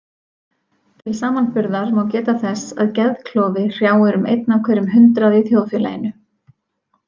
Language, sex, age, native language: Icelandic, female, 40-49, Icelandic